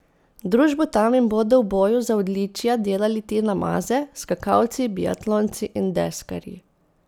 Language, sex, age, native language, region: Slovenian, female, 30-49, Slovenian, Posavska region